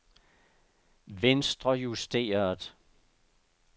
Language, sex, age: Danish, male, 69